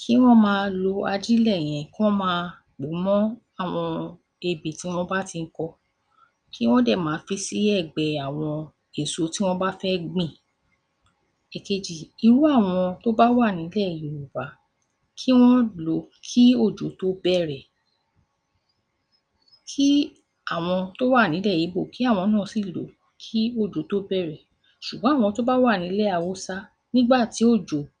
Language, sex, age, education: Yoruba, female, 46-60, tertiary